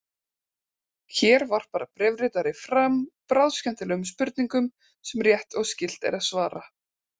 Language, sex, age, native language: Icelandic, female, 30-39, Icelandic